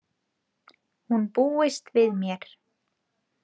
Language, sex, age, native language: Icelandic, female, 20-29, Icelandic